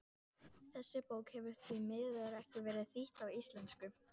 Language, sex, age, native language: Icelandic, female, 14, Icelandic